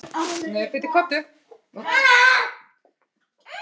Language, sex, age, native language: Icelandic, female, 6, Icelandic